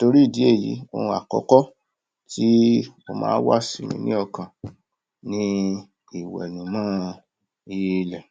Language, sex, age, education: Yoruba, male, 46-60, tertiary